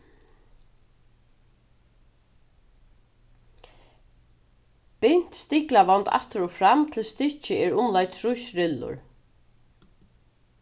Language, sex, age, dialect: Faroese, female, 36-60, Suðurstreymoy